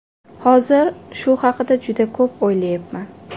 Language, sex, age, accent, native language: Uzbek, female, 18-24, Andijon, Uzbek